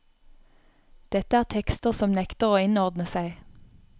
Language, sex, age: Norwegian, female, 31